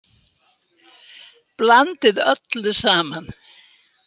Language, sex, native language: Icelandic, female, Icelandic